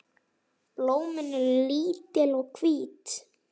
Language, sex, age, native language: Icelandic, male, 9, Icelandic